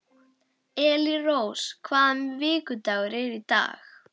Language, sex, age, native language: Icelandic, female, 12, Icelandic